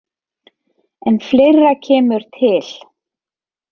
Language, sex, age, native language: Icelandic, female, 30-39, Icelandic